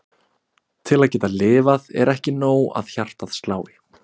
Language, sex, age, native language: Icelandic, male, 20-29, Icelandic